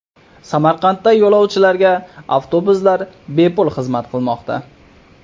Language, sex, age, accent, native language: Uzbek, male, 18-24, Qoraqalpog'iston, Uzbek